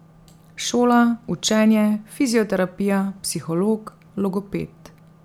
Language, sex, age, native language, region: Slovenian, female, 30-49, Slovenian, Drava region